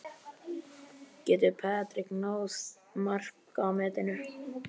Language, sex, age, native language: Icelandic, male, 11, Icelandic